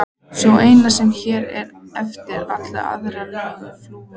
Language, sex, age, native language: Icelandic, female, 14, Icelandic